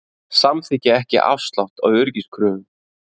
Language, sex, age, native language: Icelandic, male, 30-39, Icelandic